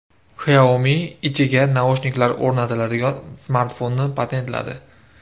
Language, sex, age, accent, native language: Uzbek, male, 18-24, Andijon, Uzbek